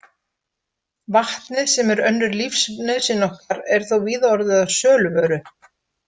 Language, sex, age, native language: Icelandic, female, 50-59, Icelandic